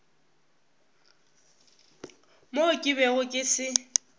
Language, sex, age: Northern Sotho, female, 18